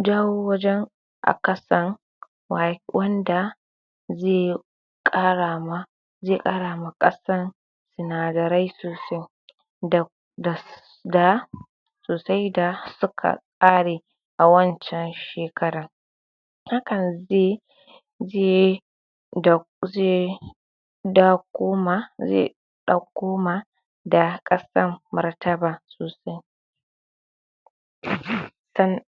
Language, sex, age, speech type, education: Hausa, female, 46-60, spontaneous, tertiary